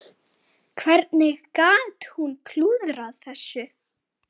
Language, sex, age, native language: Icelandic, male, 9, Icelandic